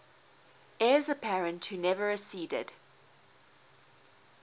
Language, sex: English, female